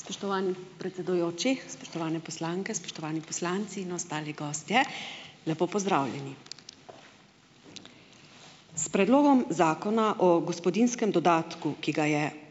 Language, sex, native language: Slovenian, female, Slovenian